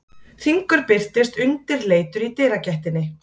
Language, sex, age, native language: Icelandic, female, 30-39, Icelandic